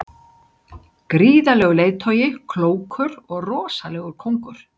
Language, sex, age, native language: Icelandic, male, 60-69, Icelandic